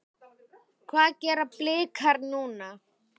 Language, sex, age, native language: Icelandic, male, 10, Icelandic